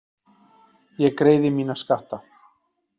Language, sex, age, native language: Icelandic, male, 40-49, Icelandic